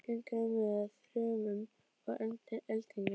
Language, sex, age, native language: Icelandic, female, 12, Icelandic